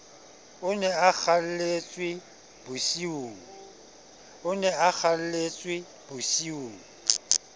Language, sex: Southern Sotho, male